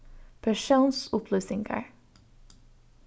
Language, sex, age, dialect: Faroese, female, 15-35, Norðuroyggjar